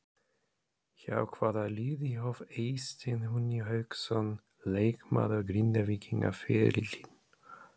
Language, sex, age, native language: Icelandic, male, 30-39, German